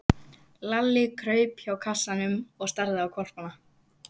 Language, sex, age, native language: Icelandic, female, 11, Icelandic